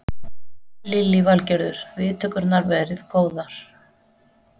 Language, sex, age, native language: Icelandic, female, 40-49, Icelandic